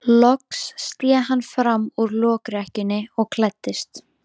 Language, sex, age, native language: Icelandic, female, 13, Icelandic